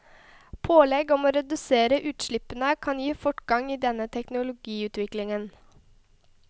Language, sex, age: Norwegian, female, 21